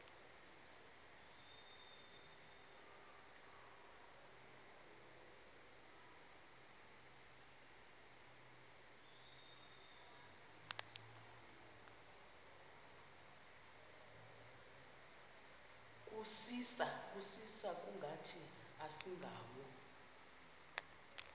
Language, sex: Xhosa, female